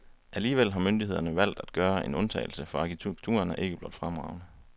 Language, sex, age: Danish, male, 23